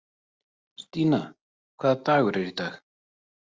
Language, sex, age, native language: Icelandic, male, 30-39, Icelandic